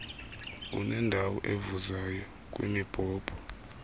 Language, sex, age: Xhosa, male, 33